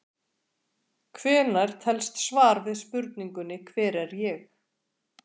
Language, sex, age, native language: Icelandic, female, 40-49, Icelandic